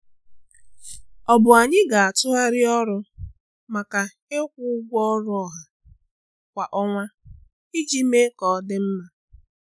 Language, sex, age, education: Igbo, female, 30-45, tertiary